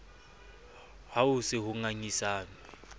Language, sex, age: Southern Sotho, male, 24